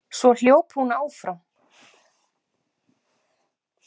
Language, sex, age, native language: Icelandic, female, 40-49, Icelandic